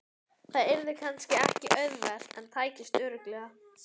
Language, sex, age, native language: Icelandic, female, 11, Icelandic